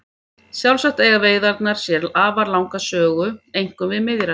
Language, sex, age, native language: Icelandic, female, 50-59, Icelandic